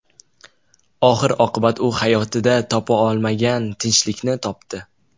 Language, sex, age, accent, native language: Uzbek, male, 19-29, Jizzax, Uzbek